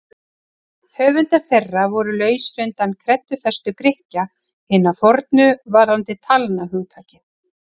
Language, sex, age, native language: Icelandic, female, 40-49, Icelandic